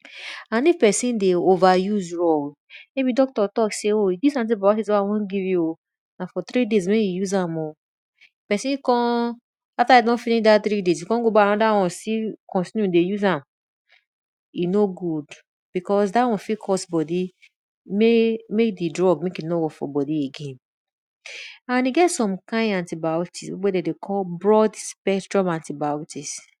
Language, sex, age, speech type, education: Nigerian Pidgin, female, 30-45, spontaneous, tertiary